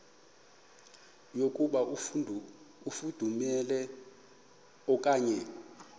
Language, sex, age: Xhosa, male, 24